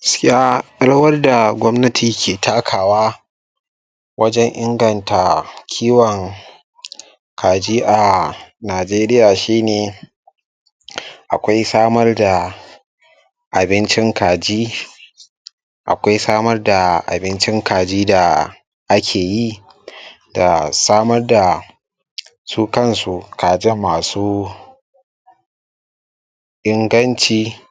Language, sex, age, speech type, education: Hausa, male, 15-29, spontaneous, tertiary